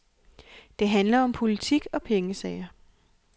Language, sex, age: Danish, female, 28